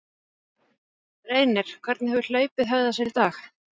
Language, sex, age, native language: Icelandic, female, 40-49, Icelandic